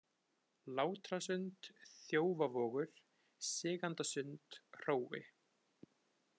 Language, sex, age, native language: Icelandic, male, 20-29, Icelandic